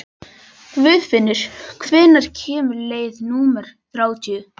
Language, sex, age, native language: Icelandic, male, 11, Icelandic